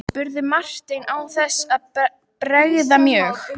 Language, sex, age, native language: Icelandic, female, 12, Icelandic